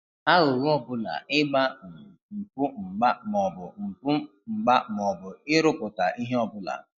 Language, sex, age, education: Igbo, male, 30-45, tertiary